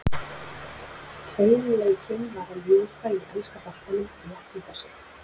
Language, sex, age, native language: Icelandic, female, 40-49, Icelandic